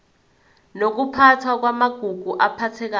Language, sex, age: Zulu, female, 21